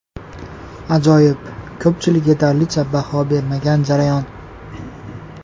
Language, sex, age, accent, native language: Uzbek, male, 18-24, Farg'ona, Uzbek